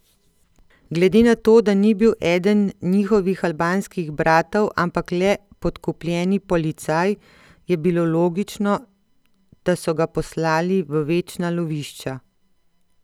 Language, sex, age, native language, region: Slovenian, female, 50-59, Slovenian, Central Slovenia